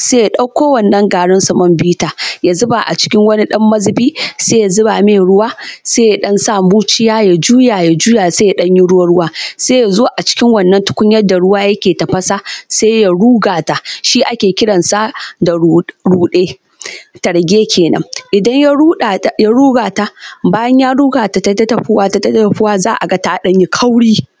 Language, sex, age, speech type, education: Hausa, female, 15-29, spontaneous, tertiary